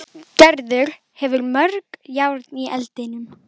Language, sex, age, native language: Icelandic, female, 12, Icelandic